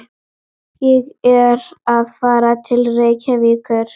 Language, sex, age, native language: Icelandic, female, 12, Icelandic